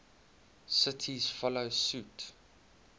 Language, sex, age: English, male, 21